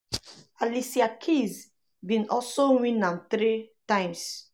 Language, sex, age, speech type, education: Nigerian Pidgin, female, 30-45, spontaneous, tertiary